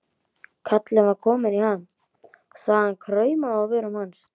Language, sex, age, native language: Icelandic, male, 11, Icelandic